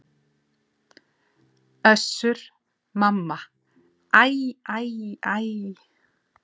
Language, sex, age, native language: Icelandic, female, 40-49, Icelandic